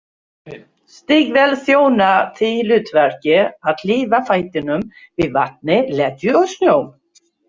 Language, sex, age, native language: Icelandic, female, 60-69, Swedish